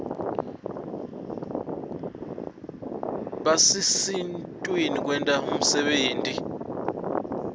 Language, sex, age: Swati, male, 21